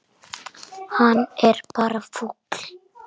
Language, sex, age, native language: Icelandic, female, 6, Icelandic